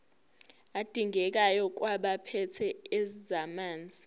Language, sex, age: Zulu, female, 18